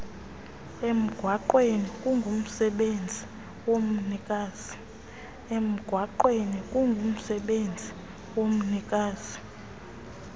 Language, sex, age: Xhosa, female, 22